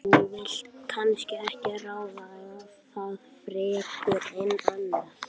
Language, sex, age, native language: Icelandic, male, 12, Icelandic